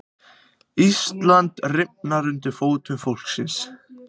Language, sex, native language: Icelandic, other, Icelandic